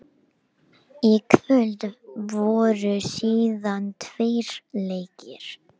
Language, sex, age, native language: Icelandic, male, 18-19, Icelandic